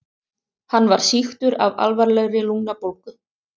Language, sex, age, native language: Icelandic, other, 30-39, Icelandic